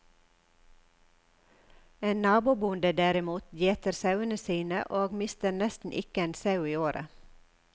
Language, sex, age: Norwegian, female, 54